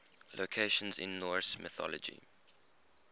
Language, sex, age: English, male, 21